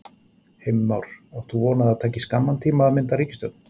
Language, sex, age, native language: Icelandic, male, 40-49, Icelandic